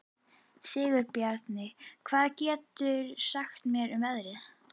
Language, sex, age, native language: Icelandic, female, 11, Icelandic